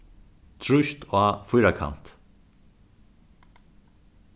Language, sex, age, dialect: Faroese, male, 36-60, Suðurstreymoy